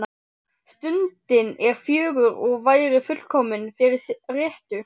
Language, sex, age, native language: Icelandic, male, 12, Icelandic